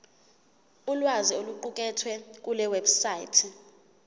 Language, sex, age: Zulu, female, 20